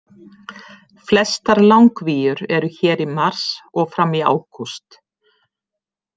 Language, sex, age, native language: Icelandic, female, 50-59, Icelandic